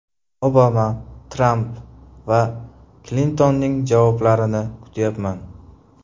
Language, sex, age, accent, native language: Uzbek, male, 18-24, Qashqadaryo, Uzbek